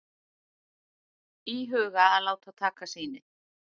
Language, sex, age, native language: Icelandic, female, 60-69, Icelandic